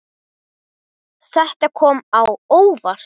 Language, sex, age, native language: Icelandic, male, 9, Portuguese